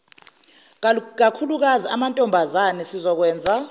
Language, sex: Zulu, female